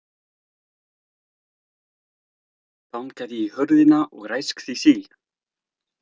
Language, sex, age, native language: Icelandic, male, 30-39, French